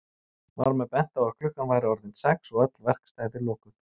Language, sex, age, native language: Icelandic, male, 40-49, Icelandic